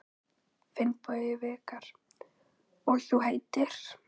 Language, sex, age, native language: Icelandic, female, 9, Icelandic